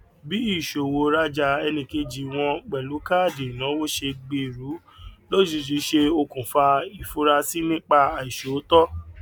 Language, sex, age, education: Yoruba, male, 15-29, tertiary